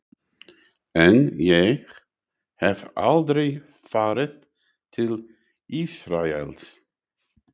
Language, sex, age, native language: Icelandic, male, 60-69, English